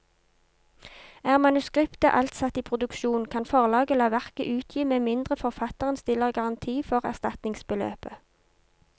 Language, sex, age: Norwegian, female, 32